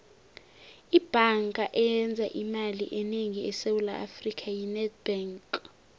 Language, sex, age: South Ndebele, female, 18